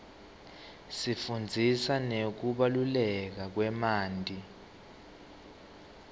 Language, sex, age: Swati, male, 18